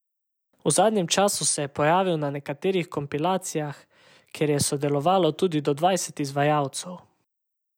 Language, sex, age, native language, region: Slovenian, male, 18-29, Slovenian, Savinja region